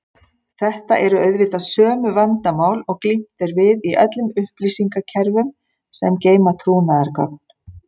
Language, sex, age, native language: Icelandic, female, 50-59, Icelandic